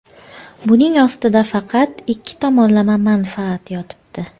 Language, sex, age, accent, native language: Uzbek, female, 25-34, Andijon, Uzbek